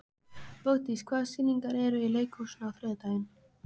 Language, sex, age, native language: Icelandic, female, 15, Icelandic